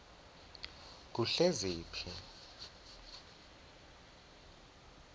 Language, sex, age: South Ndebele, male, 19